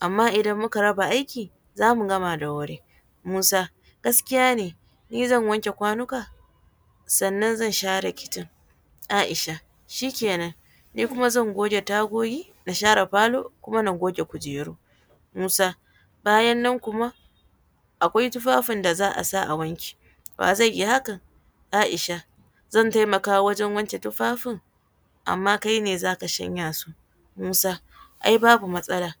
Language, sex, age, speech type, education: Hausa, female, 15-29, spontaneous, secondary